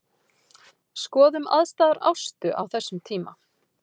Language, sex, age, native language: Icelandic, female, 40-49, Icelandic